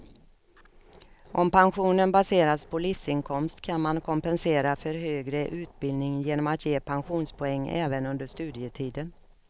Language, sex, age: Swedish, female, 56